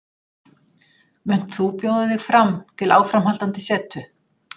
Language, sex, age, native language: Icelandic, female, 60-69, Icelandic